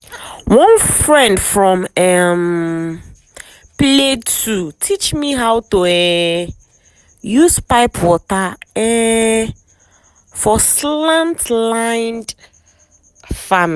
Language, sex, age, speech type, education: Nigerian Pidgin, female, 15-29, spontaneous, tertiary